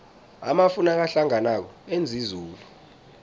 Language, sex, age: South Ndebele, male, 19